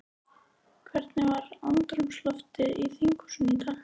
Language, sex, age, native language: Icelandic, female, 13, Icelandic